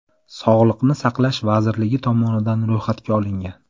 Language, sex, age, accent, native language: Uzbek, male, 25-34, Farg'ona, Uzbek